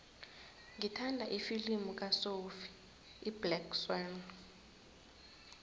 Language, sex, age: South Ndebele, female, 19